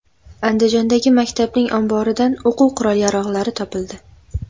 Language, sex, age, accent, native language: Uzbek, female, 12-17, Toshkent viloyati, Uzbek